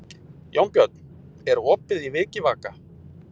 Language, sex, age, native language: Icelandic, male, 40-49, Icelandic